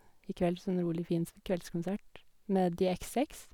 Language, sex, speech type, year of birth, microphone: Norwegian, female, spontaneous, 1986, Sennheiser